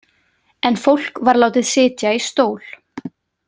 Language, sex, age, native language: Icelandic, female, 20-29, Icelandic